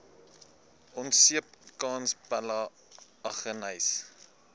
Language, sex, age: Afrikaans, male, 20